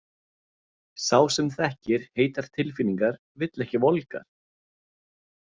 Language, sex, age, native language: Icelandic, male, 30-39, Icelandic